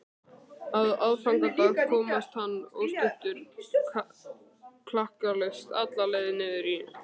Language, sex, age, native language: Icelandic, male, 13, Icelandic